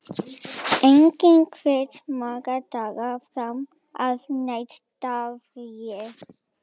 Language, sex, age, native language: Icelandic, female, 11, Icelandic